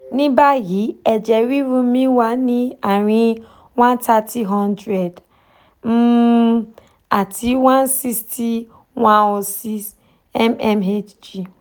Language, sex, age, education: Yoruba, female, 15-29, tertiary